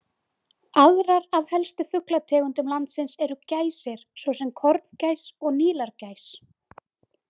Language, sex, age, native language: Icelandic, female, 20-29, Icelandic